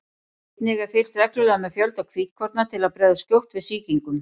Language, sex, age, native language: Icelandic, female, 40-49, Icelandic